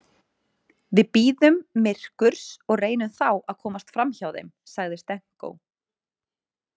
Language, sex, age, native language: Icelandic, female, 30-39, Icelandic